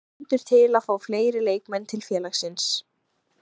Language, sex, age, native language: Icelandic, female, 15, Icelandic